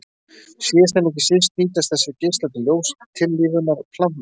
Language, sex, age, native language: Icelandic, male, 30-39, Icelandic